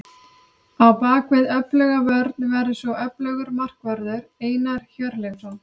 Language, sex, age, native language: Icelandic, female, 30-39, Icelandic